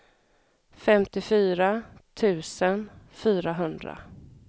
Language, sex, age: Swedish, female, 34